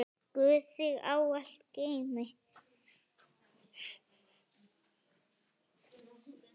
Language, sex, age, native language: Icelandic, male, 9, Icelandic